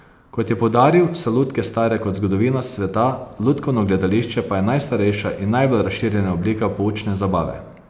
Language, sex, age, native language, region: Slovenian, male, 30-49, Slovenian, Posavska region